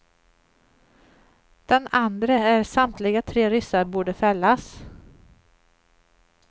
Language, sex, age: Swedish, female, 38